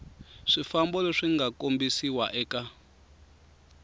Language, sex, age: Tsonga, male, 24